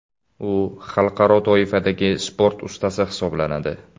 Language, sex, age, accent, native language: Uzbek, male, 18-24, Samarqand, Uzbek